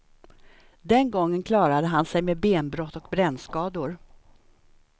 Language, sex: Swedish, female